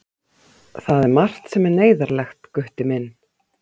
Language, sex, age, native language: Icelandic, female, 50-59, Icelandic